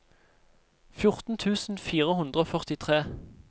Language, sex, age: Norwegian, male, 26